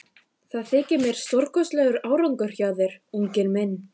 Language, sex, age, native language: Icelandic, female, 15, Icelandic